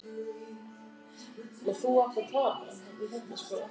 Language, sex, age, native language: Icelandic, female, 50-59, Icelandic